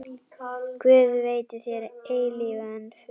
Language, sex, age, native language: Icelandic, female, 10, Icelandic